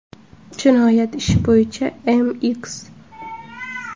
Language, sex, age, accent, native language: Uzbek, female, 18-24, Farg'ona, Uzbek